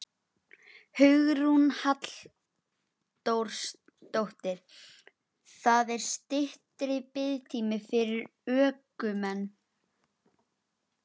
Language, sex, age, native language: Icelandic, female, 11, Icelandic